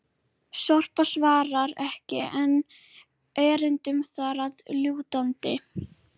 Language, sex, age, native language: Icelandic, female, 30-39, Icelandic